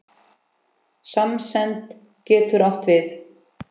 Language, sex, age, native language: Icelandic, female, 10, Icelandic